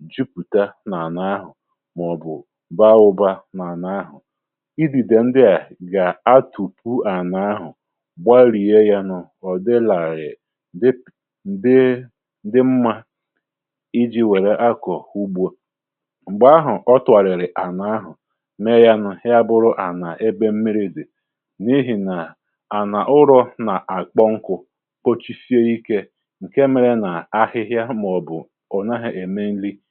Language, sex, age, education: Igbo, male, 30-45, tertiary